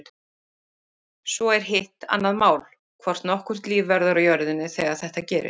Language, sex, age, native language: Icelandic, female, 40-49, Icelandic